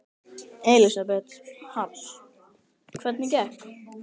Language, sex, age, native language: Icelandic, male, 10, Icelandic